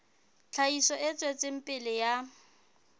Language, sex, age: Southern Sotho, female, 22